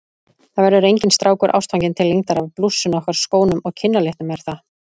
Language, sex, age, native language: Icelandic, female, 30-39, Icelandic